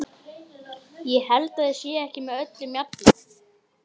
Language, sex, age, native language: Icelandic, male, 11, Icelandic